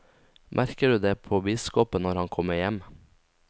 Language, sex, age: Norwegian, male, 19